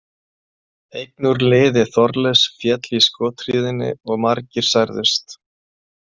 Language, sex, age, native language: Icelandic, male, 40-49, Icelandic